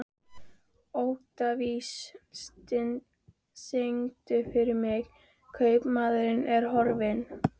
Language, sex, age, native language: Icelandic, female, 13, Icelandic